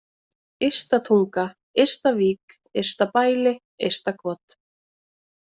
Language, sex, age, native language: Icelandic, female, 20-29, Icelandic